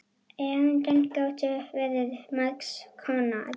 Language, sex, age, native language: Icelandic, female, 9, Icelandic